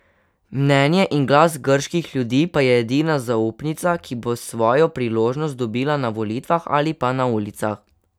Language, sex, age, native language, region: Slovenian, male, 12-17, Slovenian, Savinja region